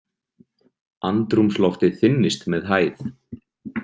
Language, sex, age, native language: Icelandic, male, 30-39, Icelandic